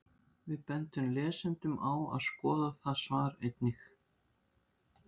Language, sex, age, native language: Icelandic, female, 60-69, Icelandic